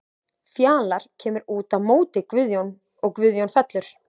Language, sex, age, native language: Icelandic, female, 20-29, Icelandic